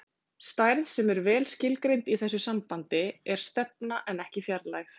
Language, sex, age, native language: Icelandic, female, 30-39, Icelandic